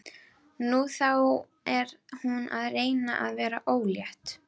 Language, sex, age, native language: Icelandic, female, 12, Icelandic